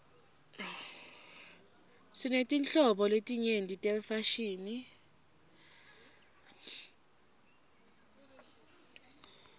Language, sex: Swati, female